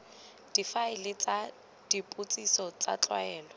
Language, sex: Tswana, female